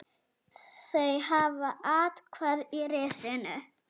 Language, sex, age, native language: Icelandic, female, 10, Icelandic